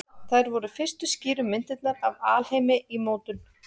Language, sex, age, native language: Icelandic, female, 40-49, Icelandic